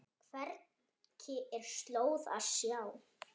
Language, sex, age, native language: Icelandic, female, 7, Icelandic